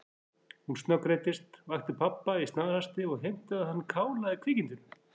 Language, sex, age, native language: Icelandic, female, 40-49, Icelandic